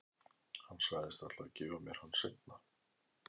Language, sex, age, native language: Icelandic, male, 11, Icelandic